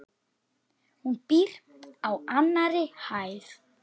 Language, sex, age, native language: Icelandic, male, 8, Icelandic